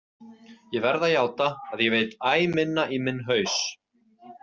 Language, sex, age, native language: Icelandic, male, 30-39, Icelandic